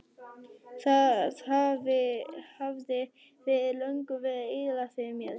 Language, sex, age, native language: Icelandic, female, 11, Icelandic